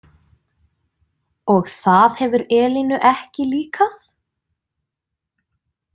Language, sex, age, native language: Icelandic, female, 20-29, Icelandic